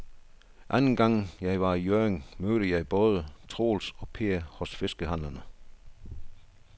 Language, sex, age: Danish, male, 62